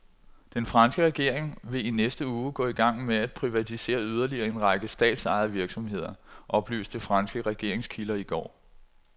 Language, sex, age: Danish, male, 46